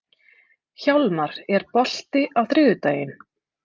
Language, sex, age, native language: Icelandic, female, 30-39, Icelandic